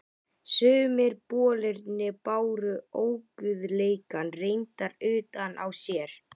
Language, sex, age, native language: Icelandic, male, 11, Icelandic